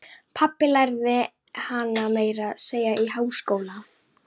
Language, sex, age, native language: Icelandic, female, 11, Icelandic